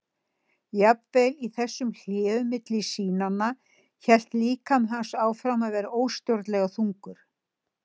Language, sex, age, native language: Icelandic, female, 60-69, Icelandic